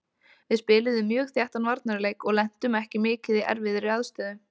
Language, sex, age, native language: Icelandic, female, 20-29, Icelandic